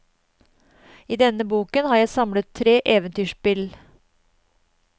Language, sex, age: Norwegian, female, 52